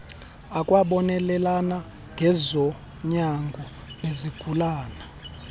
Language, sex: Xhosa, male